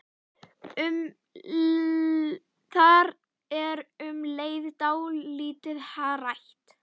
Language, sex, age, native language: Icelandic, female, 11, Icelandic